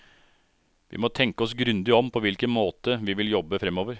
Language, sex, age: Norwegian, male, 36